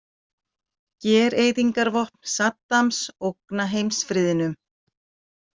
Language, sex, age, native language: Icelandic, female, 40-49, Icelandic